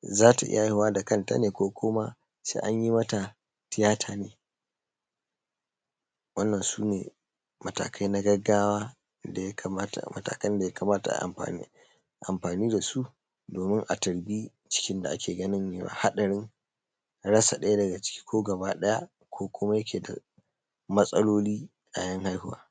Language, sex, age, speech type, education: Hausa, male, 30-45, spontaneous, secondary